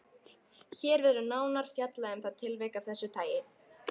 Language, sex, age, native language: Icelandic, female, 13, Icelandic